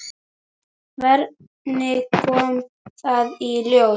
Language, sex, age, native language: Icelandic, male, 9, Icelandic